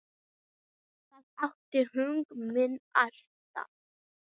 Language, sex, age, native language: Icelandic, female, 7, Icelandic